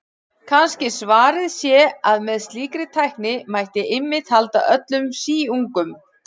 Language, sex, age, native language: Icelandic, female, 40-49, Icelandic